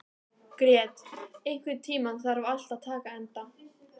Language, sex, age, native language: Icelandic, female, 18-19, Icelandic